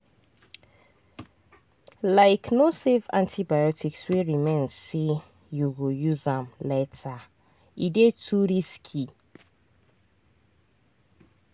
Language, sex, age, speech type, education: Nigerian Pidgin, female, 30-45, spontaneous, tertiary